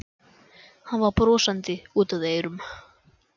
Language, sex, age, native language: Icelandic, male, 14, Icelandic